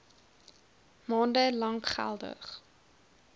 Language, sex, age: Afrikaans, female, 20